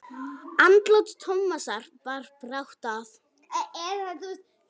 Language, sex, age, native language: Icelandic, female, 9, Icelandic